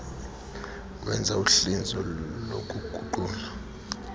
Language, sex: Xhosa, female